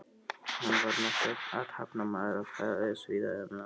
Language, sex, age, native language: Icelandic, male, 12, Icelandic